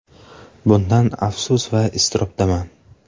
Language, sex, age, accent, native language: Uzbek, male, 12-17, Samarqand, Uzbek